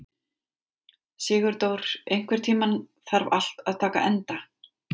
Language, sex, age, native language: Icelandic, female, 40-49, Icelandic